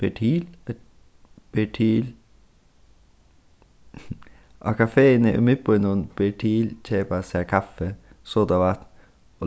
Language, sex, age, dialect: Faroese, male, 15-35, Suðurstreymoy